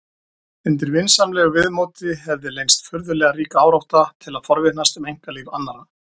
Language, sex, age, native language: Icelandic, male, 40-49, Icelandic